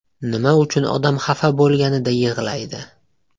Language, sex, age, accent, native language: Uzbek, male, 18-24, Toshkent viloyati, Uzbek